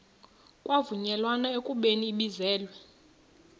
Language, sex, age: Xhosa, female, 35